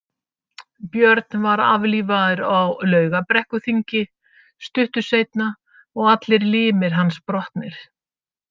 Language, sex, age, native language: Icelandic, female, 50-59, Icelandic